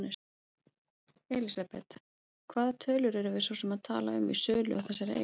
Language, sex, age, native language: Icelandic, female, 30-39, Icelandic